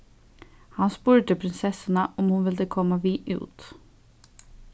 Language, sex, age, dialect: Faroese, female, 15-35, Suðurstreymoy